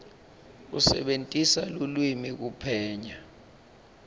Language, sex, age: Swati, male, 26